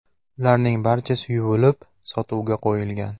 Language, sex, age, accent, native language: Uzbek, male, 19-29, Namangan, Uzbek